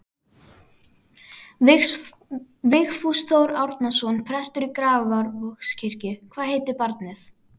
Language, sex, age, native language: Icelandic, female, 12, Icelandic